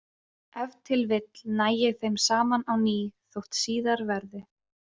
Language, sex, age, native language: Icelandic, female, 20-29, Icelandic